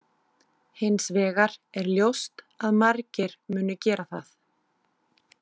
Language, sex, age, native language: Icelandic, female, 30-39, Icelandic